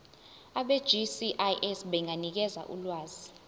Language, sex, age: Zulu, female, 20